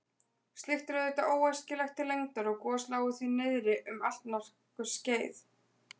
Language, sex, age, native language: Icelandic, female, 20-29, Icelandic